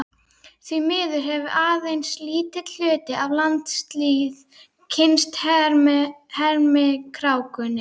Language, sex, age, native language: Icelandic, female, 12, Icelandic